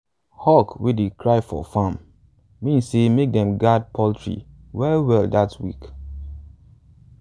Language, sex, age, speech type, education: Nigerian Pidgin, male, 15-29, spontaneous, tertiary